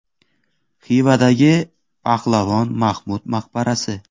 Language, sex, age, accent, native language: Uzbek, male, 18-24, Samarqand, Uzbek